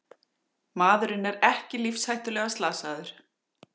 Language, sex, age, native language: Icelandic, female, 40-49, Icelandic